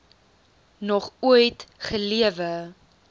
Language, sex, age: Afrikaans, female, 19